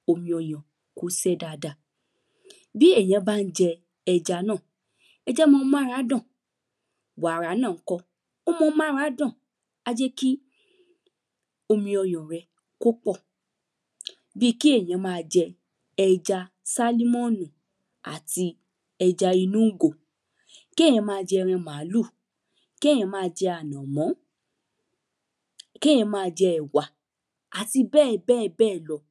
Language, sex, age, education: Yoruba, female, 15-29, primary